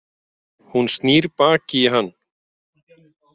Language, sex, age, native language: Icelandic, male, 40-49, Icelandic